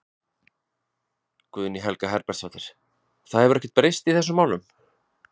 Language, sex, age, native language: Icelandic, male, 20-29, Icelandic